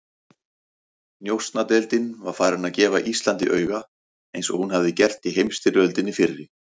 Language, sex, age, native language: Icelandic, male, 40-49, Icelandic